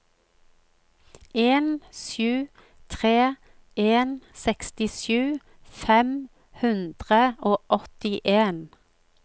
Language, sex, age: Norwegian, female, 45